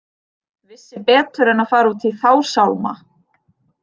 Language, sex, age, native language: Icelandic, female, 20-29, Icelandic